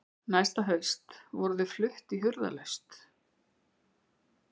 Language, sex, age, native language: Icelandic, female, 50-59, Icelandic